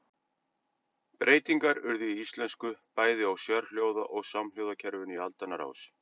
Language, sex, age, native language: Icelandic, male, 50-59, Icelandic